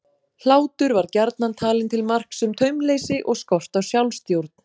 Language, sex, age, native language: Icelandic, female, 40-49, Icelandic